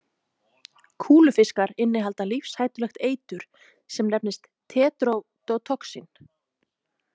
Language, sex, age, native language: Icelandic, female, 30-39, Icelandic